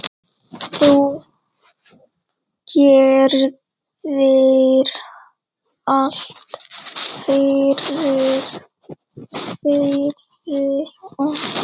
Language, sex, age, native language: Icelandic, female, 8, Icelandic